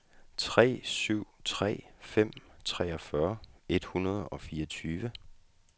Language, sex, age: Danish, male, 35